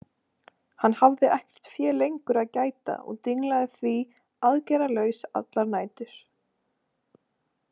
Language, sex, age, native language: Icelandic, female, 18-19, Icelandic